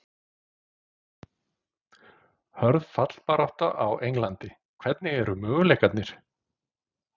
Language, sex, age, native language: Icelandic, male, 40-49, Icelandic